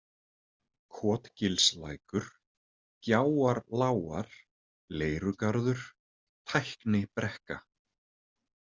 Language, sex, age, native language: Icelandic, male, 30-39, Icelandic